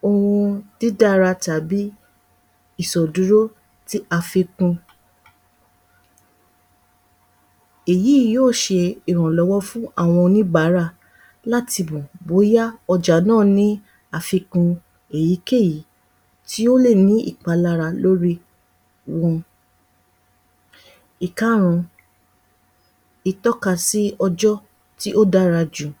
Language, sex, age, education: Yoruba, female, 30-45, tertiary